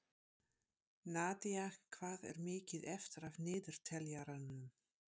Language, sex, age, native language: Icelandic, female, 50-59, Dutch